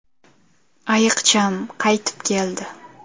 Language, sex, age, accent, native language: Uzbek, female, under 19, Toshkent shahri, Uzbek